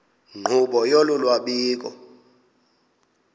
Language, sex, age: Xhosa, male, 26